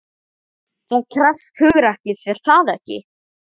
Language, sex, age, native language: Icelandic, male, 12, Icelandic